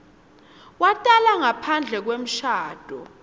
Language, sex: Swati, female